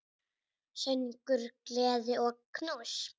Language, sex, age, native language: Icelandic, female, 6, Icelandic